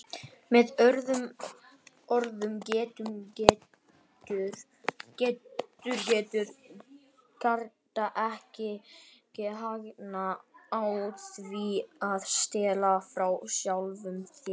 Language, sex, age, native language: Icelandic, female, 30-39, Icelandic